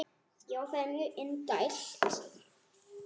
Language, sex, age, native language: Icelandic, female, 9, Icelandic